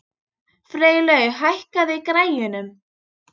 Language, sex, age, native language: Icelandic, female, 13, Icelandic